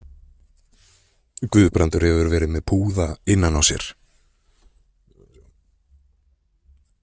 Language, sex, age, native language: Icelandic, male, 20-29, Icelandic